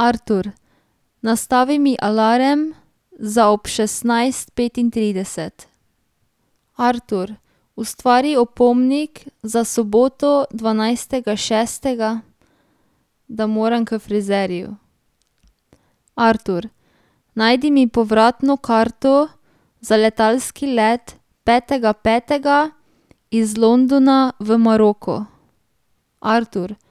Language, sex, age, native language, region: Slovenian, female, 18-29, Slovenian, Drava region